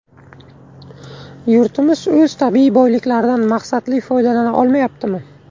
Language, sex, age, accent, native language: Uzbek, male, 18-24, Buxoro, Uzbek